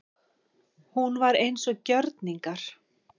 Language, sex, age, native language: Icelandic, female, 50-59, Icelandic